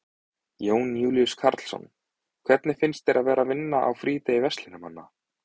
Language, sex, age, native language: Icelandic, male, 20-29, Icelandic